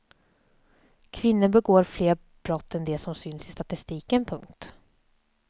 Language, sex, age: Swedish, female, 27